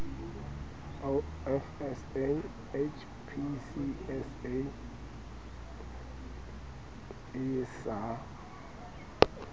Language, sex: Southern Sotho, male